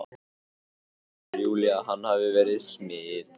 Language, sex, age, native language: Icelandic, male, 15, Icelandic